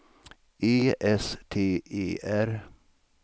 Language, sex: Swedish, male